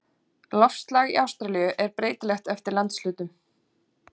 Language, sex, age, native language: Icelandic, female, 40-49, Icelandic